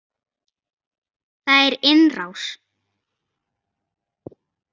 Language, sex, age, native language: Icelandic, female, 50-59, Icelandic